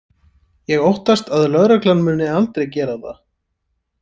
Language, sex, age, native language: Icelandic, male, 30-39, Icelandic